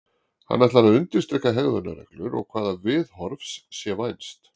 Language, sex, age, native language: Icelandic, male, 40-49, Icelandic